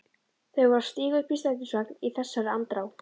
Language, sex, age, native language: Icelandic, female, 12, Icelandic